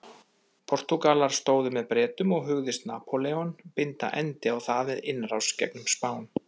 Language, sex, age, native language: Icelandic, male, 30-39, Icelandic